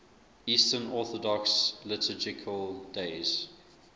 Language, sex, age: English, male, 24